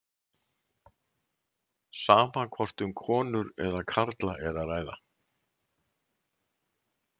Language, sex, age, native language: Icelandic, male, 70-79, Icelandic